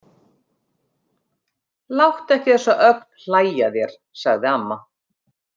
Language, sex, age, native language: Icelandic, female, 50-59, Icelandic